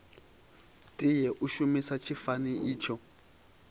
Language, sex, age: Venda, male, 22